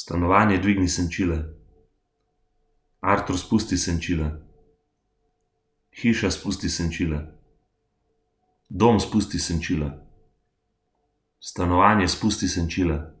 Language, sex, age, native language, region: Slovenian, male, 30-49, Slovenian, Gorenjska region